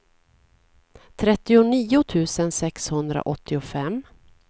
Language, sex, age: Swedish, female, 40